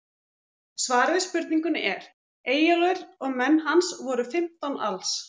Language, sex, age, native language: Icelandic, female, 40-49, Icelandic